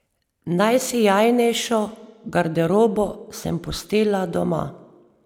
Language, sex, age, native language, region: Slovenian, female, 30-49, Slovenian, Savinja region